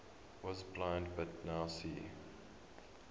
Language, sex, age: English, male, 23